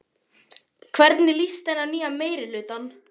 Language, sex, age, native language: Icelandic, male, 11, Icelandic